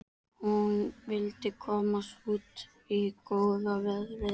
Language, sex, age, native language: Icelandic, male, 13, Icelandic